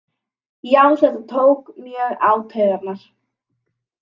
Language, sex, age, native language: Icelandic, female, 18-19, Icelandic